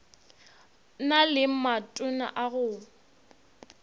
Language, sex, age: Northern Sotho, female, 22